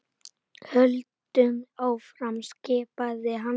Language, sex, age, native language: Icelandic, female, 8, Icelandic